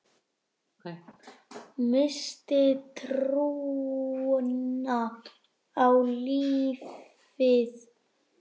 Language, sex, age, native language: Icelandic, male, 9, Icelandic